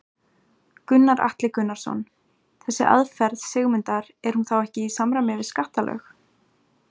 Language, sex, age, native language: Icelandic, female, 18-19, Icelandic